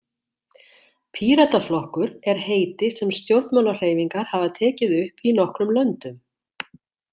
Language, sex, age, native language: Icelandic, female, 60-69, Icelandic